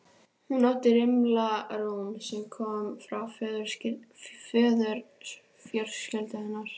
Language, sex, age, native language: Icelandic, female, 14, Icelandic